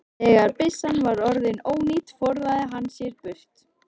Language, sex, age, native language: Icelandic, female, 13, Icelandic